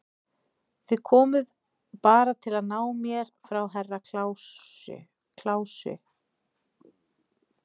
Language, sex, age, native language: Icelandic, female, 30-39, Icelandic